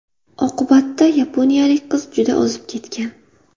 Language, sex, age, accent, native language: Uzbek, female, 25-34, Buxoro, Uzbek